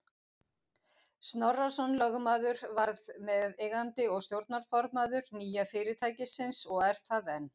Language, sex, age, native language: Icelandic, female, 50-59, Icelandic